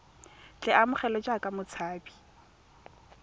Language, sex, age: Tswana, female, 18